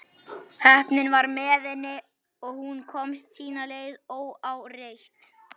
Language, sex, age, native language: Icelandic, male, 11, Icelandic